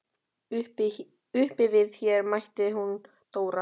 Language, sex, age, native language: Icelandic, male, 12, Icelandic